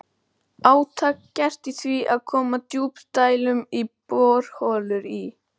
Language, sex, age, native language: Icelandic, male, 12, Icelandic